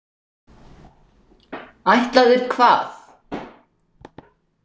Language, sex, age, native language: Icelandic, female, 60-69, Icelandic